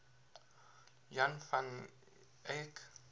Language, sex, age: English, male, 19